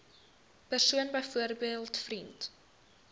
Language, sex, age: Afrikaans, female, 22